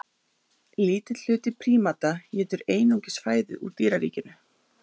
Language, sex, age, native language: Icelandic, female, 30-39, Icelandic